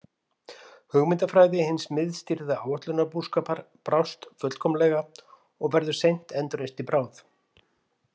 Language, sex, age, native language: Icelandic, male, 50-59, Icelandic